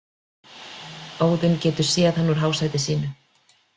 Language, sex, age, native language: Icelandic, female, 40-49, Icelandic